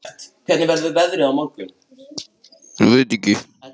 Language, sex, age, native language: Icelandic, male, 18-19, Icelandic